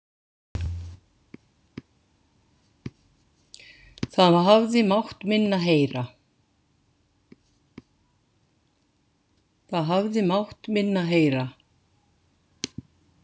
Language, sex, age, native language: Icelandic, female, 50-59, Icelandic